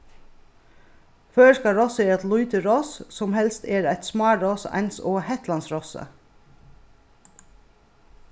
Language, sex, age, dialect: Faroese, female, 36-60, Suðurstreymoy